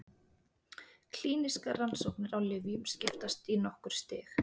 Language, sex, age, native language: Icelandic, female, 30-39, Icelandic